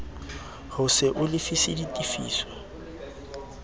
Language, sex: Southern Sotho, male